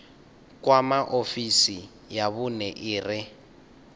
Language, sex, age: Venda, male, 19